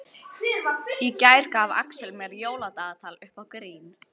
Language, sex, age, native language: Icelandic, female, 11, Icelandic